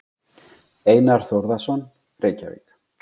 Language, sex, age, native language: Icelandic, male, 40-49, Icelandic